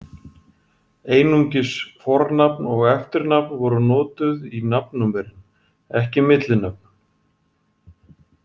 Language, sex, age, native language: Icelandic, male, 40-49, Icelandic